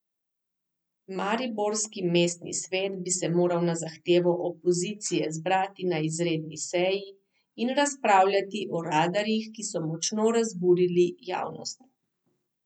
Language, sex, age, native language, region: Slovenian, female, 30-49, Slovenian, Southeast Slovenia